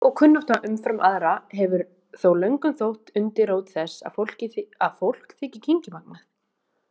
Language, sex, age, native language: Icelandic, female, 20-29, Icelandic